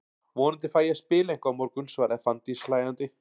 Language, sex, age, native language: Icelandic, male, 40-49, Icelandic